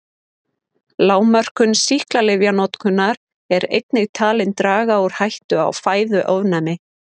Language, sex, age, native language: Icelandic, female, 30-39, Icelandic